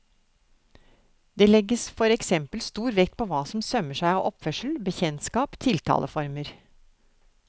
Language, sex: Norwegian, female